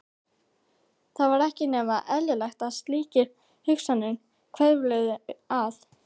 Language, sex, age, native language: Icelandic, female, 12, Icelandic